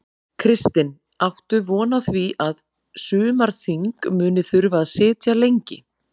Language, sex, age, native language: Icelandic, female, 40-49, Icelandic